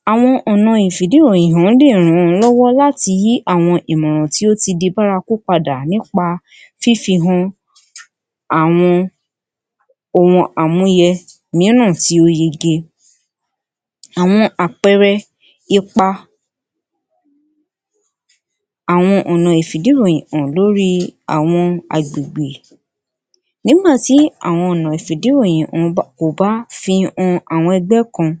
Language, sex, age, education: Yoruba, female, 60+, tertiary